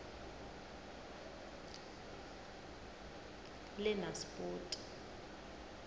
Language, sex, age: South Ndebele, female, 20